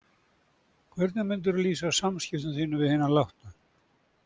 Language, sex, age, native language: Icelandic, male, 70-79, Icelandic